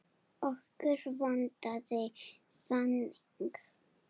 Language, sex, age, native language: Icelandic, female, 8, Serbo-Croatian